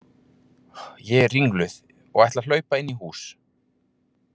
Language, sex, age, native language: Icelandic, male, 30-39, Icelandic